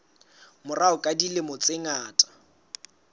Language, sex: Southern Sotho, male